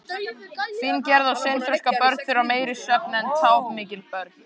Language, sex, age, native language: Icelandic, male, 14, Icelandic